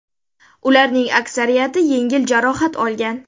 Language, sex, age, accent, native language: Uzbek, female, 19-29, Sirdaryo, Uzbek